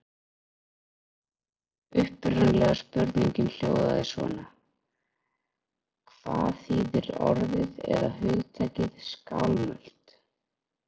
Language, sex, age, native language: Icelandic, female, 40-49, Icelandic